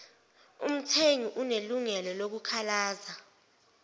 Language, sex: Zulu, female